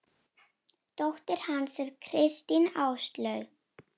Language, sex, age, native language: Icelandic, female, 9, Icelandic